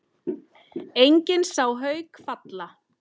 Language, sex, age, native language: Icelandic, female, 10, Icelandic